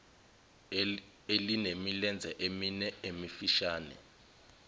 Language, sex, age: Zulu, male, 21